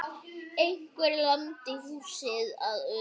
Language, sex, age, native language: Icelandic, other, 8, Icelandic